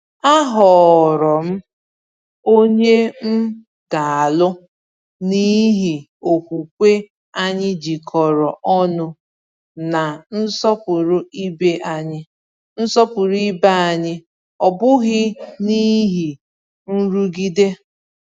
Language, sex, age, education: Igbo, female, 15-29, tertiary